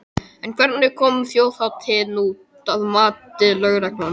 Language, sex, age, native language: Icelandic, male, 12, Icelandic